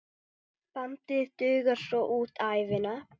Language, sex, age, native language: Icelandic, male, 9, Icelandic